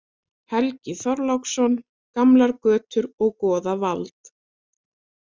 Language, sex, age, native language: Icelandic, female, 20-29, Icelandic